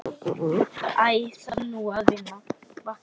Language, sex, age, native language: Icelandic, male, 10, Icelandic